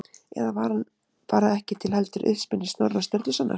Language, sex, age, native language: Icelandic, female, 30-39, Icelandic